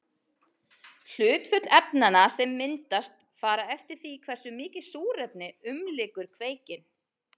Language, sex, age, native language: Icelandic, female, 40-49, Icelandic